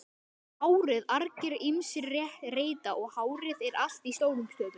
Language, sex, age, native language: Icelandic, male, 10, Icelandic